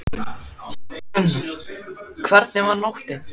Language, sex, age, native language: Icelandic, male, 10, Icelandic